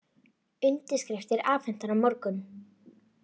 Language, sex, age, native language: Icelandic, female, 40-49, Icelandic